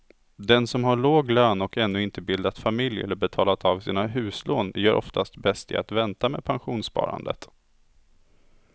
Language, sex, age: Swedish, male, 27